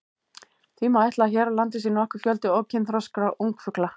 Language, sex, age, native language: Icelandic, female, 18-19, Icelandic